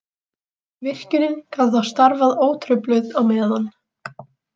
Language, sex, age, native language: Icelandic, female, 18-19, Icelandic